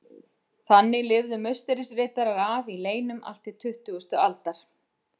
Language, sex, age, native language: Icelandic, female, 50-59, Icelandic